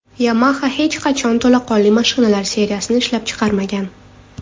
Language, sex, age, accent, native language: Uzbek, female, 25-34, Toshkent shahri, Uzbek